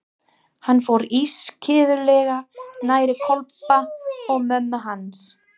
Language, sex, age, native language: Icelandic, female, 30-39, English